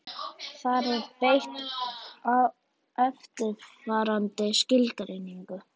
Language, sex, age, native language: Icelandic, male, 40-49, Icelandic